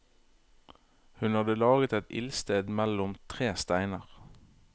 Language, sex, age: Norwegian, male, 31